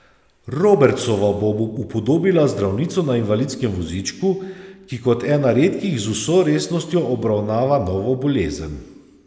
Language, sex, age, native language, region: Slovenian, male, 30-49, Slovenian, Savinja region